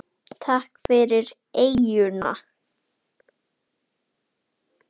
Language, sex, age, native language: Icelandic, male, 9, Icelandic